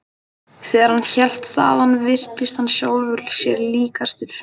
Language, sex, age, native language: Icelandic, male, 12, Icelandic